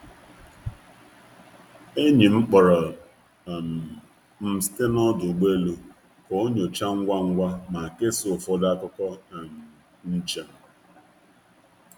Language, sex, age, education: Igbo, female, 15-29, tertiary